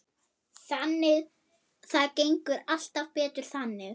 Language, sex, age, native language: Icelandic, female, 8, German